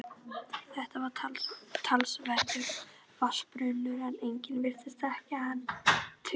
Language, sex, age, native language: Icelandic, female, 12, Icelandic